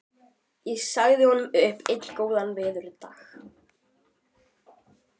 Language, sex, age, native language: Icelandic, female, 12, Icelandic